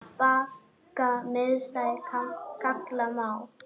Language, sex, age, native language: Icelandic, male, 9, Icelandic